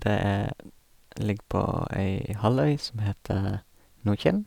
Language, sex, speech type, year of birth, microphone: Norwegian, male, spontaneous, 1986, Sennheiser